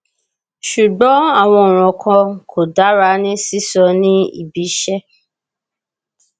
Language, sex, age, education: Yoruba, female, 30-45, tertiary